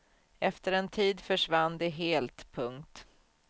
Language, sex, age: Swedish, female, 44